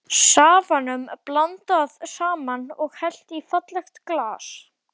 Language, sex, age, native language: Icelandic, male, 12, Icelandic